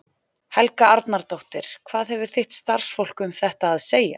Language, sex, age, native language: Icelandic, female, 40-49, Icelandic